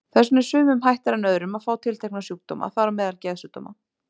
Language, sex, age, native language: Icelandic, female, 30-39, Icelandic